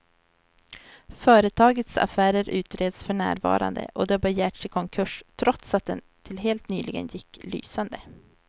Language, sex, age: Swedish, female, 23